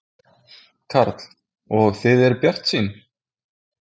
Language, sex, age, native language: Icelandic, male, 20-29, Icelandic